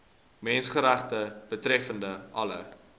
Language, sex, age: Afrikaans, male, 19